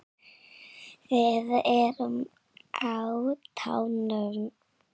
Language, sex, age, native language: Icelandic, female, 6, Icelandic